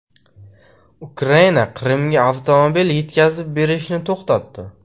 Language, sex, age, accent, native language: Uzbek, male, 18-24, Qashqadaryo, Uzbek